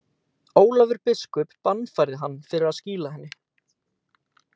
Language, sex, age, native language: Icelandic, male, 18-19, Icelandic